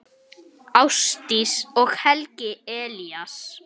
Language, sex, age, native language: Icelandic, male, 9, Icelandic